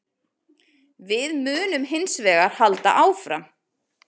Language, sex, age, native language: Icelandic, female, 40-49, Icelandic